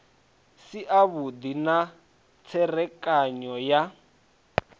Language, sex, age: Venda, male, 20